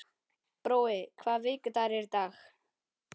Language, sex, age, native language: Icelandic, male, 11, Icelandic